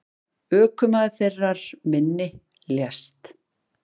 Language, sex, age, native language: Icelandic, female, 40-49, Icelandic